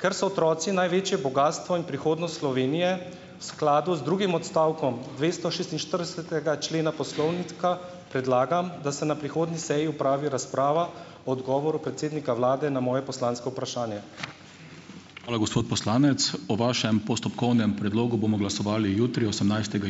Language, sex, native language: Slovenian, male, Slovenian